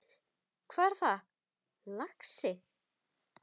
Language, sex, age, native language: Icelandic, female, 10, Icelandic